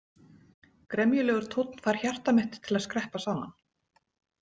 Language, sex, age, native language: Icelandic, female, 18-19, Icelandic